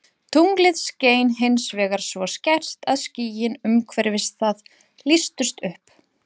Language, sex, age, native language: Icelandic, female, 40-49, Icelandic